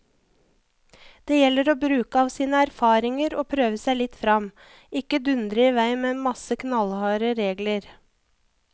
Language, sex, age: Norwegian, female, 34